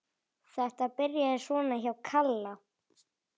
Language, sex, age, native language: Icelandic, male, 9, Icelandic